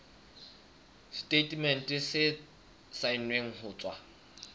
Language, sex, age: Southern Sotho, male, 23